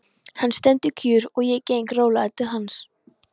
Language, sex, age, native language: Icelandic, female, 13, Polish